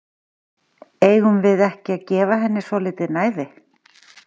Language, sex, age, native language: Icelandic, female, 40-49, Icelandic